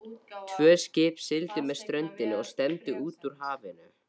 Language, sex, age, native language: Icelandic, male, 13, Icelandic